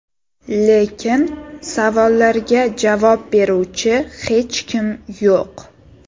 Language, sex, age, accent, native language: Uzbek, female, 18-24, Sirdaryo, Uzbek